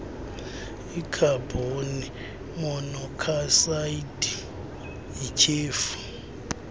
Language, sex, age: Xhosa, male, 35